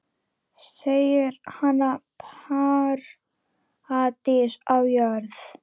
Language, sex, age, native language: Icelandic, female, 9, Icelandic